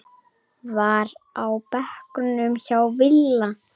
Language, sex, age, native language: Icelandic, female, 9, Icelandic